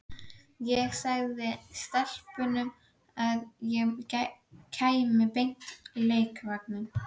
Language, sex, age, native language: Icelandic, female, 12, Icelandic